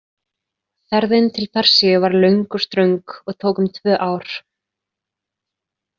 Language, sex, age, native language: Icelandic, female, 30-39, Icelandic